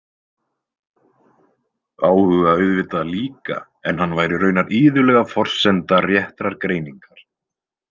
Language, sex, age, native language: Icelandic, male, 20-29, Icelandic